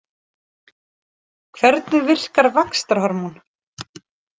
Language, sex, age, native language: Icelandic, female, 40-49, Icelandic